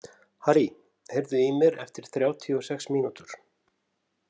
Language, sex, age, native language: Icelandic, male, 50-59, Icelandic